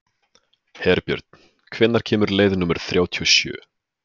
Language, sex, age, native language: Icelandic, male, 20-29, Icelandic